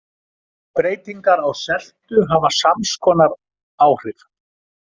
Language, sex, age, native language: Icelandic, male, 50-59, Icelandic